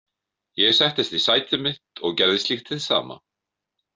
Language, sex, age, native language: Icelandic, male, 50-59, Icelandic